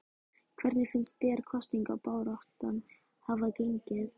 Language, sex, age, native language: Icelandic, female, 14, Icelandic